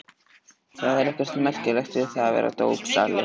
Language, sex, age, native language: Icelandic, male, 13, Icelandic